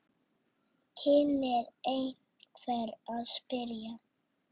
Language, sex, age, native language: Icelandic, female, 6, Icelandic